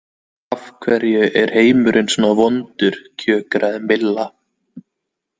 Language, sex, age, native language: Icelandic, male, 20-29, Icelandic